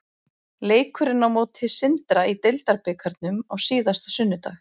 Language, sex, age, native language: Icelandic, female, 40-49, Icelandic